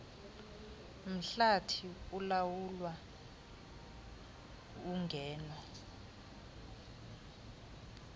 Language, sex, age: Xhosa, female, 20